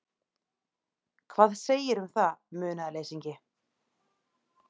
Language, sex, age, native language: Icelandic, female, 30-39, Icelandic